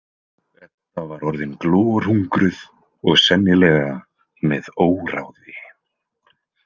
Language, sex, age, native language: Icelandic, male, 20-29, Icelandic